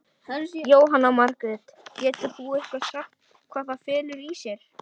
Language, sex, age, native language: Icelandic, male, 18-19, Icelandic